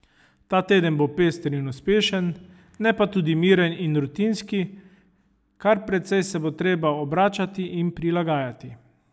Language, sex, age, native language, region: Slovenian, male, 30-49, Slovenian, Savinja region